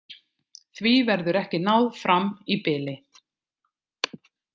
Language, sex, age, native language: Icelandic, female, 50-59, Icelandic